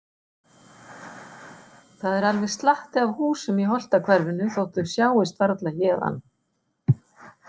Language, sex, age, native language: Icelandic, female, 60-69, Icelandic